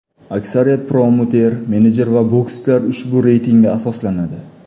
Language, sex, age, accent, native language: Uzbek, male, 25-34, Toshkent shahri, Uzbek